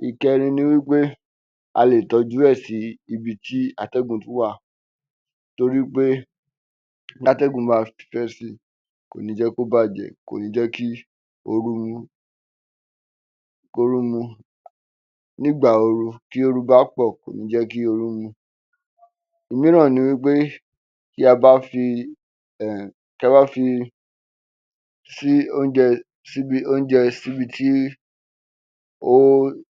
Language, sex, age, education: Yoruba, male, 15-29, tertiary